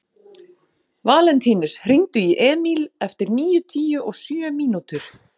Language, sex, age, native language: Icelandic, female, 40-49, Icelandic